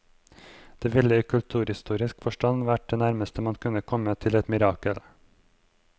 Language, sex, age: Norwegian, male, 23